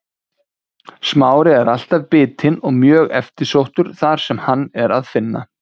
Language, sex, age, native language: Icelandic, male, 30-39, Icelandic